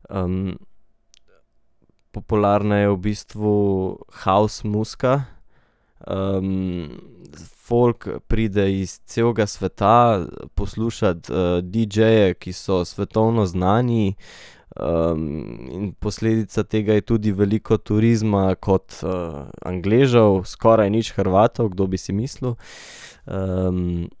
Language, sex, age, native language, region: Slovenian, male, 18-29, Slovenian, Central Slovenia